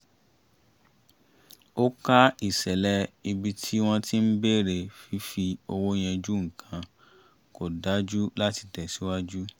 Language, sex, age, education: Yoruba, male, 30-45, tertiary